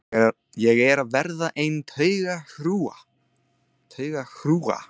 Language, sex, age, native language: Icelandic, male, 20-29, Icelandic